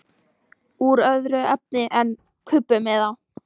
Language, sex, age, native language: Icelandic, female, 14, Icelandic